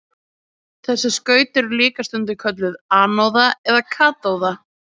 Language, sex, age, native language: Icelandic, female, 20-29, Icelandic